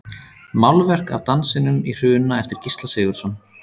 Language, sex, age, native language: Icelandic, male, 30-39, Icelandic